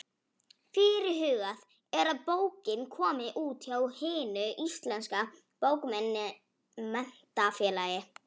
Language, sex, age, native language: Icelandic, female, 18-19, Icelandic